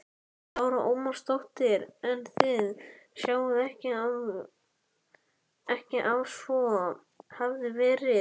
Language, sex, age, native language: Icelandic, male, 11, Icelandic